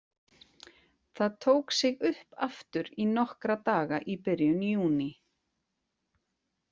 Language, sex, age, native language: Icelandic, female, 40-49, Icelandic